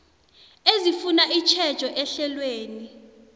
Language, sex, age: South Ndebele, female, 26